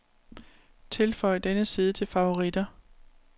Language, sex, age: Danish, female, 36